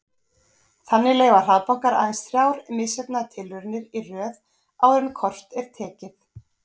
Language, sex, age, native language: Icelandic, female, 30-39, Icelandic